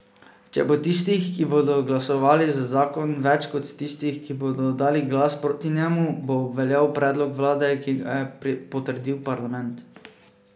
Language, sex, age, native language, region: Slovenian, male, 18-29, Slovenian, Drava region